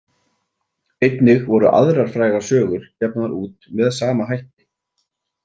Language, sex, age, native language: Icelandic, male, 40-49, Icelandic